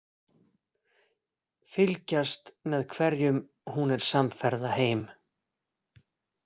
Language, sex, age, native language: Icelandic, male, 40-49, Icelandic